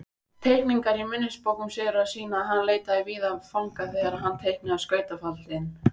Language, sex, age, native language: Icelandic, female, 18-19, Icelandic